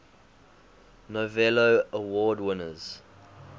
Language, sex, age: English, male, 20